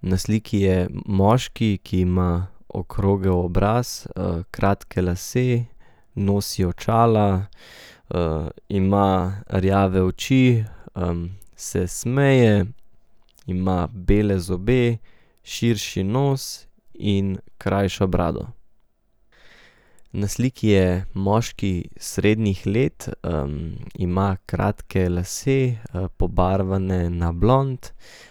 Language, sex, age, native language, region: Slovenian, male, 18-29, Slovenian, Central Slovenia